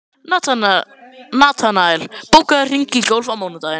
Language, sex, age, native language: Icelandic, male, 11, Icelandic